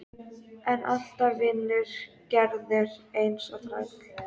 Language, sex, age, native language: Icelandic, female, 13, Icelandic